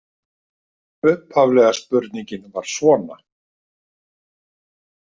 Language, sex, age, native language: Icelandic, male, 50-59, Icelandic